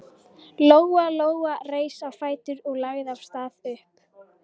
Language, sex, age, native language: Icelandic, female, 12, Icelandic